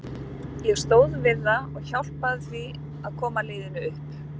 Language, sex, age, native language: Icelandic, female, 50-59, Icelandic